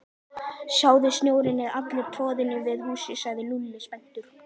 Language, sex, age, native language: Icelandic, male, 11, Icelandic